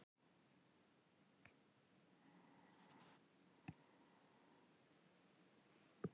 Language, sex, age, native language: Icelandic, female, 60-69, Icelandic